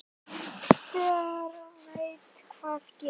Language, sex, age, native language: Icelandic, male, 9, Icelandic